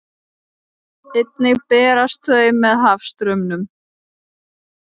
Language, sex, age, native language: Icelandic, female, 30-39, Icelandic